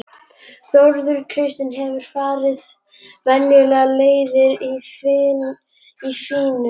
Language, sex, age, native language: Icelandic, female, 11, Icelandic